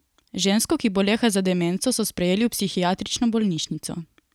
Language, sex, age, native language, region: Slovenian, female, 18-29, Slovenian, Coastal Karst region